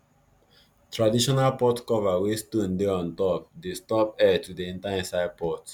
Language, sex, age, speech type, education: Nigerian Pidgin, male, 15-29, spontaneous, tertiary